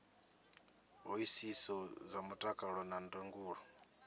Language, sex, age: Venda, male, 27